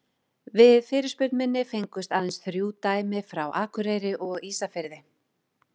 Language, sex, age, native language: Icelandic, female, 40-49, Icelandic